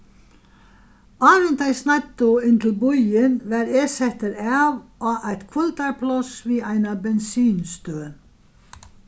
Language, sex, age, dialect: Faroese, female, 61+, Vágar